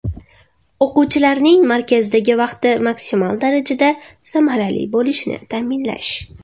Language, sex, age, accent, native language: Uzbek, female, 19-29, Toshkent shahri, Uzbek